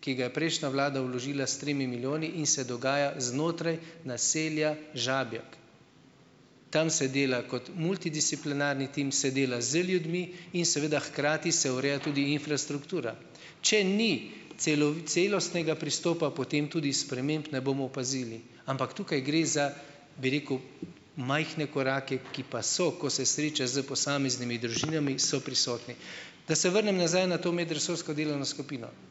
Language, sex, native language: Slovenian, male, Slovenian